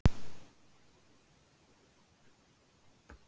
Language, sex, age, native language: Icelandic, female, 60-69, Icelandic